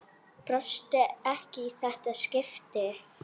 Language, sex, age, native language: Icelandic, female, 10, Polish